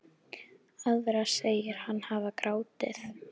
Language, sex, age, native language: Icelandic, female, 10, Icelandic